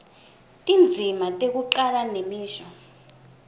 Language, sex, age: Swati, female, 20